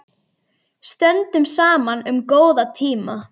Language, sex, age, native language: Icelandic, female, 10, Icelandic